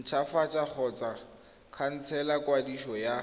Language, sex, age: Tswana, male, 21